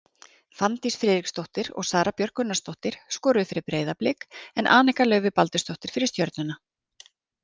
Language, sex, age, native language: Icelandic, female, 30-39, Icelandic